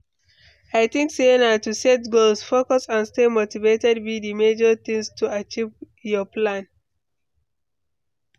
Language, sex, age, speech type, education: Nigerian Pidgin, female, 15-29, read, tertiary